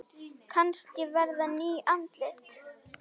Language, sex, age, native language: Icelandic, female, 9, Icelandic